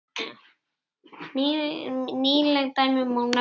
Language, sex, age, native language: Icelandic, male, 8, Icelandic